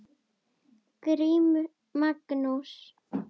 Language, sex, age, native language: Icelandic, female, 10, Icelandic